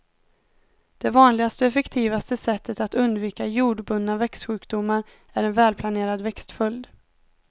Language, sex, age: Swedish, female, 19